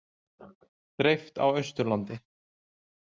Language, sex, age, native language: Icelandic, male, 20-29, Icelandic